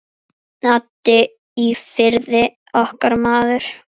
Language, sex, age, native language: Icelandic, female, 8, Icelandic